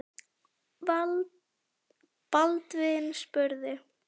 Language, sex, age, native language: Icelandic, female, 10, Icelandic